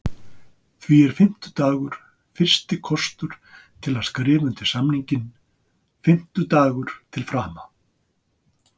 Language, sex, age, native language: Icelandic, male, 60-69, Icelandic